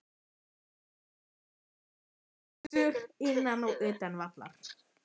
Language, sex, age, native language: Icelandic, female, 11, Icelandic